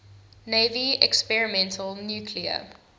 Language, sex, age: English, female, 21